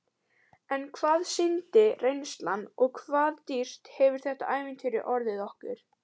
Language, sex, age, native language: Icelandic, female, 18-19, Icelandic